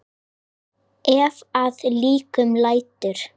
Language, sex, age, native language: Icelandic, female, 10, Icelandic